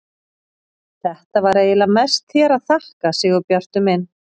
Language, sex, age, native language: Icelandic, female, 40-49, Icelandic